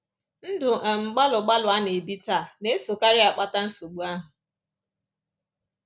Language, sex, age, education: Igbo, female, 30-45, tertiary